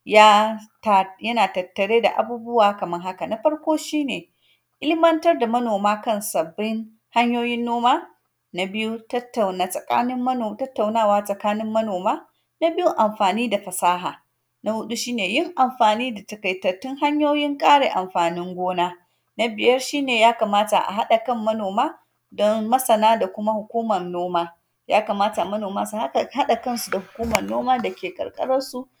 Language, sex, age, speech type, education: Hausa, female, 30-45, spontaneous, tertiary